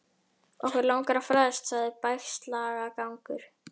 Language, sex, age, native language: Icelandic, male, 11, Icelandic